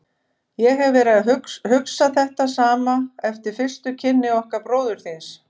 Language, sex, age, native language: Icelandic, female, 50-59, Icelandic